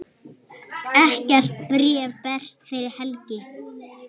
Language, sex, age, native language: Icelandic, female, 8, Icelandic